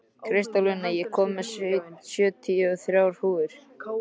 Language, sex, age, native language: Icelandic, male, 13, Icelandic